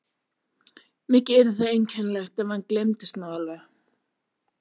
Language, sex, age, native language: Icelandic, female, 30-39, Icelandic